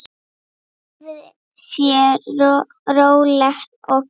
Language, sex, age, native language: Icelandic, female, 8, Icelandic